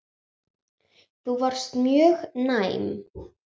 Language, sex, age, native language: Icelandic, female, 7, Icelandic